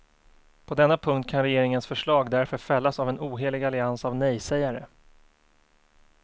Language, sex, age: Swedish, male, 24